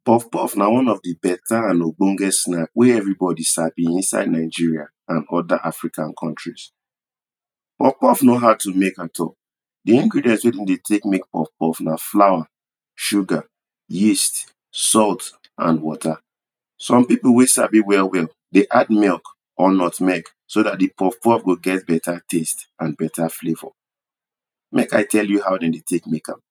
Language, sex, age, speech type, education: Nigerian Pidgin, male, 30-45, spontaneous, tertiary